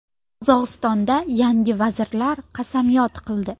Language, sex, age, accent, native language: Uzbek, female, 19-29, Sirdaryo, Uzbek